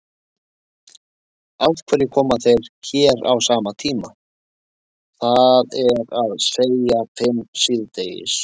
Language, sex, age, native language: Icelandic, male, 20-29, Icelandic